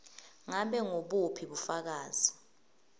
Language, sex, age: Swati, female, 18